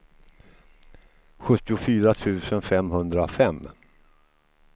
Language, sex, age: Swedish, male, 53